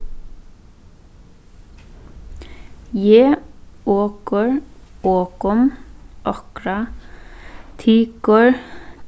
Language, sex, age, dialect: Faroese, female, 15-35, Suðuroy